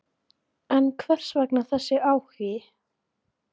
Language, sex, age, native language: Icelandic, female, 16, Icelandic